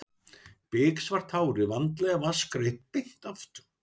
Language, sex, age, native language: Icelandic, male, 60-69, Icelandic